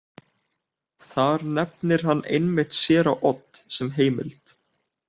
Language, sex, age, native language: Icelandic, male, 18-19, Icelandic